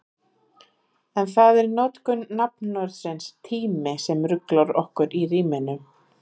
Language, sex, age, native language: Icelandic, female, 30-39, Icelandic